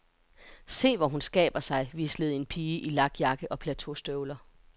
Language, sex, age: Danish, female, 42